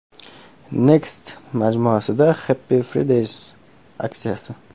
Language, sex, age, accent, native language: Uzbek, male, 18-24, Namangan, Uzbek